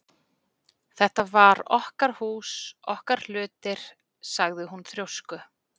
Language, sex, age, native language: Icelandic, female, 40-49, Icelandic